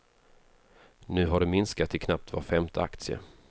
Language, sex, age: Swedish, male, 33